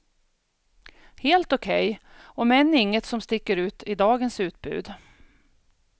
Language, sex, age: Swedish, female, 42